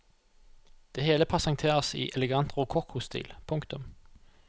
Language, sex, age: Norwegian, male, 28